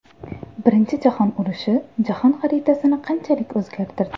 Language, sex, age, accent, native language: Uzbek, female, 18-24, Surxondaryo, Uzbek